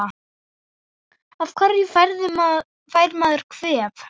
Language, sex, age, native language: Icelandic, female, 8, Icelandic